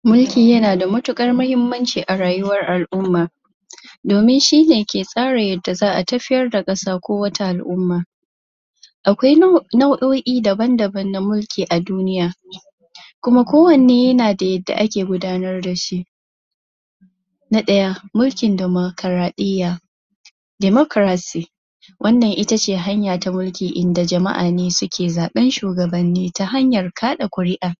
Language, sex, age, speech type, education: Hausa, female, 15-29, spontaneous, tertiary